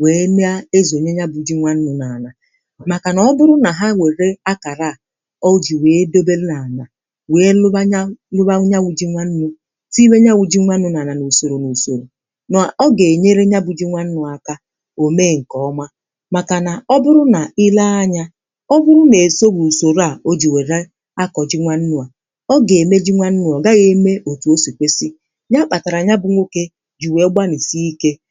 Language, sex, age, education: Igbo, female, 15-29, tertiary